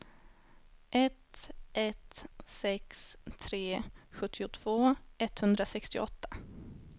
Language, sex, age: Swedish, female, 18